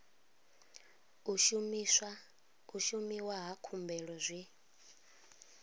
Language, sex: Venda, female